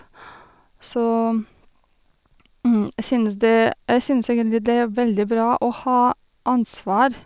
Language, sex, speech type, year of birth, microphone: Norwegian, female, spontaneous, 1982, Sennheiser